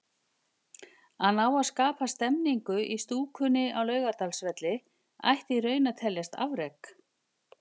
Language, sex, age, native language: Icelandic, female, 50-59, Icelandic